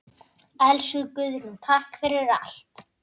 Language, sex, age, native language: Icelandic, male, 8, Icelandic